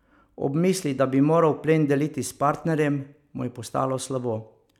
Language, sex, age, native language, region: Slovenian, male, 50-59, Slovenian, Savinja region